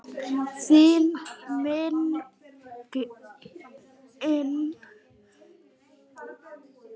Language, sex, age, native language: Icelandic, female, 9, Icelandic